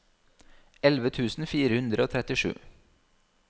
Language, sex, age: Norwegian, male, 32